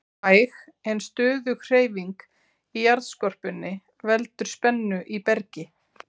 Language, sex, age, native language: Icelandic, female, 40-49, Icelandic